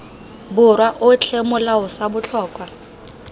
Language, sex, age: Tswana, female, 19